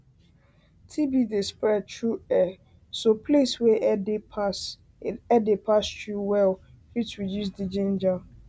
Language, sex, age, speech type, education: Nigerian Pidgin, female, 15-29, spontaneous, tertiary